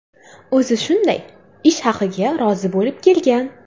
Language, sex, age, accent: Uzbek, female, 18-24, Qoraqalpog'iston